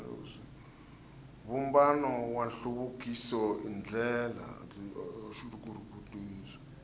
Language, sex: Tsonga, male